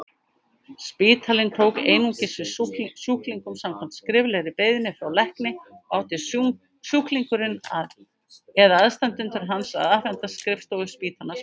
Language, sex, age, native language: Icelandic, female, 50-59, Icelandic